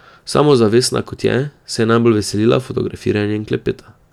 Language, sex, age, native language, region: Slovenian, male, 18-29, Slovenian, Drava region